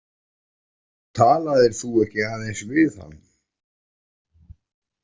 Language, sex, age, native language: Icelandic, male, 40-49, Icelandic